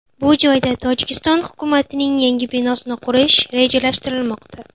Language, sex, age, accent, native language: Uzbek, female, 18-24, Namangan, Uzbek